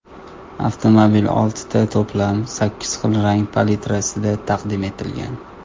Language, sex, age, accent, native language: Uzbek, male, 19-29, Toshkent shahri, Uzbek